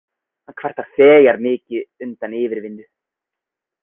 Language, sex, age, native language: Icelandic, male, 20-29, Icelandic